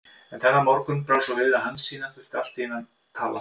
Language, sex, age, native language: Icelandic, male, 50-59, Icelandic